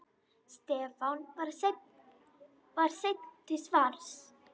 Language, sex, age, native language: Icelandic, female, 10, Icelandic